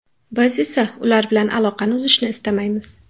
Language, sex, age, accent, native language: Uzbek, female, 18-24, Samarqand, Uzbek